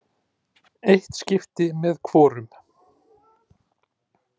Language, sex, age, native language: Icelandic, male, 30-39, Icelandic